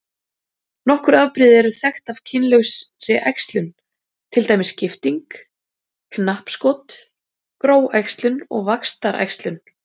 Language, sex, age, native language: Icelandic, female, 40-49, Icelandic